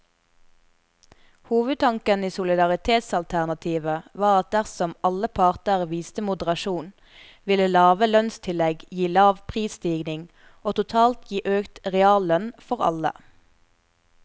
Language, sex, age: Norwegian, female, 24